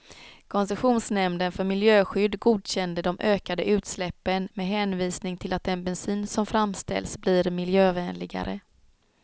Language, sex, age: Swedish, female, 36